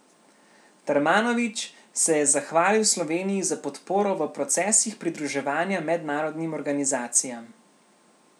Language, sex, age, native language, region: Slovenian, male, 18-29, Slovenian, Central Slovenia